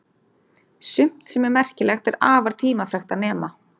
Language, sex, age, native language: Icelandic, female, 30-39, Icelandic